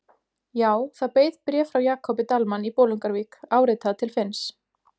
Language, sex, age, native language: Icelandic, female, 20-29, Icelandic